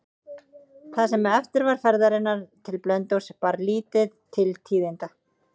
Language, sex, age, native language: Icelandic, female, 30-39, Icelandic